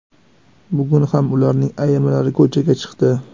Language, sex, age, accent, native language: Uzbek, male, 18-24, Sirdaryo, Uzbek